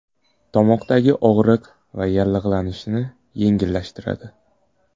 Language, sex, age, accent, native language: Uzbek, male, 18-24, Surxondaryo, Uzbek